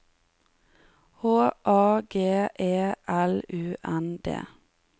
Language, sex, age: Norwegian, female, 30